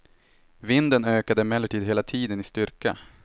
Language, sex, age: Swedish, male, 18